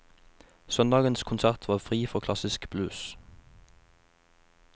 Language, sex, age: Norwegian, male, 21